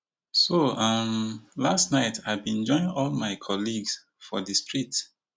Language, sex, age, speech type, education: Nigerian Pidgin, male, 30-45, spontaneous, tertiary